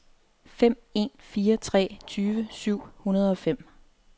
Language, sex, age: Danish, female, 30